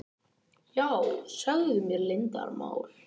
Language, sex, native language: Icelandic, other, Icelandic